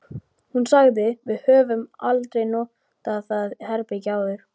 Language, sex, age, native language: Icelandic, male, 12, Icelandic